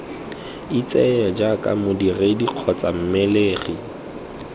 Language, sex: Tswana, male